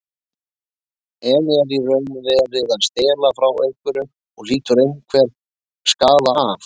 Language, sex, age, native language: Icelandic, male, 20-29, Icelandic